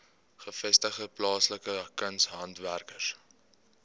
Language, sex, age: Afrikaans, male, 18